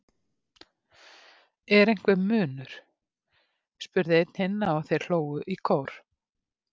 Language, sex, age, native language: Icelandic, female, 50-59, Icelandic